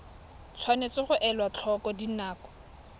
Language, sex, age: Tswana, female, 21